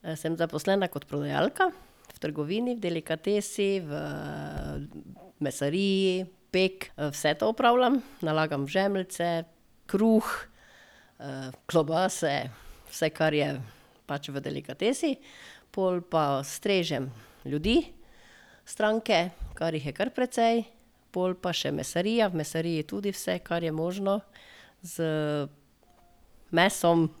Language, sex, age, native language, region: Slovenian, female, 50-59, Slovenian, Drava region